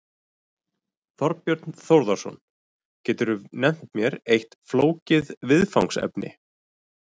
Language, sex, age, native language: Icelandic, male, 40-49, Icelandic